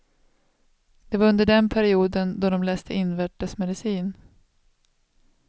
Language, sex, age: Swedish, female, 36